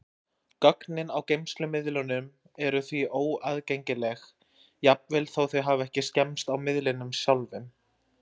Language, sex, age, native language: Icelandic, male, 20-29, Icelandic